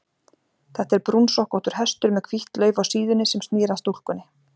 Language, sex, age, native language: Icelandic, female, 40-49, Icelandic